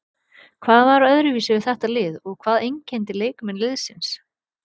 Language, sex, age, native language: Icelandic, female, 30-39, Icelandic